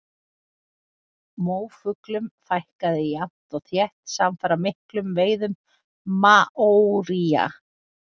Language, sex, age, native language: Icelandic, female, 40-49, Icelandic